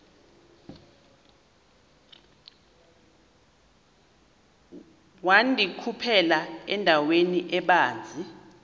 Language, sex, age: Xhosa, female, 38